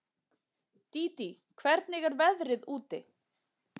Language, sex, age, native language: Icelandic, female, 40-49, Icelandic